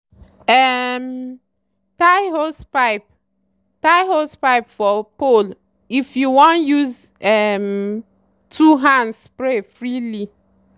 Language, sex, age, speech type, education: Nigerian Pidgin, female, 30-45, spontaneous, tertiary